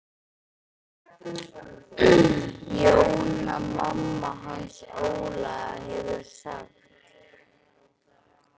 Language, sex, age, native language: Icelandic, male, 13, Icelandic